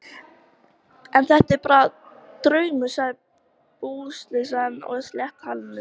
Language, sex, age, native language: Icelandic, female, 13, Icelandic